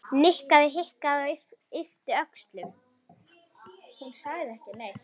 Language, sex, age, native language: Icelandic, female, 9, Icelandic